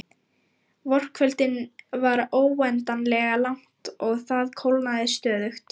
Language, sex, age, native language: Icelandic, female, 18-19, Lithuanian